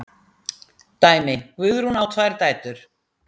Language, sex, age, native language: Icelandic, female, 60-69, Icelandic